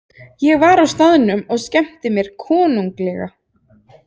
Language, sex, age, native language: Icelandic, female, 20-29, Icelandic